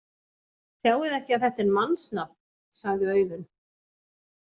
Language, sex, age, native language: Icelandic, female, 40-49, Icelandic